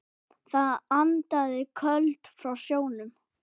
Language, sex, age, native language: Icelandic, male, 9, Icelandic